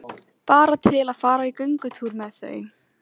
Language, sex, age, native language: Icelandic, female, 14, Icelandic